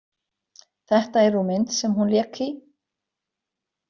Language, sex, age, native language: Icelandic, female, 60-69, Icelandic